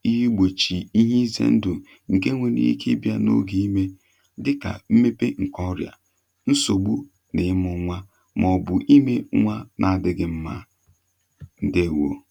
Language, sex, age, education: Igbo, male, 30-45, tertiary